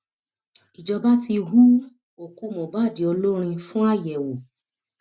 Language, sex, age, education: Yoruba, female, 30-45, tertiary